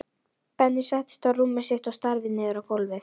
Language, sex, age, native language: Icelandic, female, 11, Icelandic